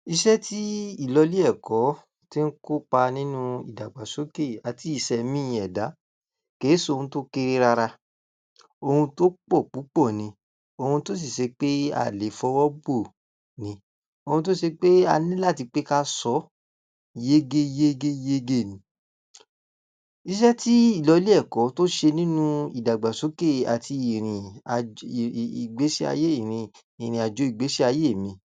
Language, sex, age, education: Yoruba, male, 46-60, tertiary